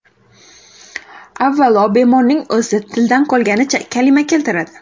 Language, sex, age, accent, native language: Uzbek, female, 18-24, Xorazm, Uzbek